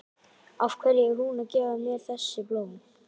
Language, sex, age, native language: Icelandic, other, 11, Icelandic